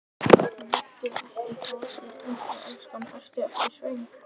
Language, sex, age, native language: Icelandic, male, 11, Icelandic